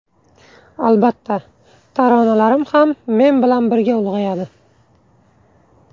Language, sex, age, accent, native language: Uzbek, male, 18-24, Buxoro, Uzbek